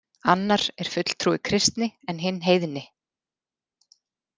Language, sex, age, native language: Icelandic, female, 40-49, Icelandic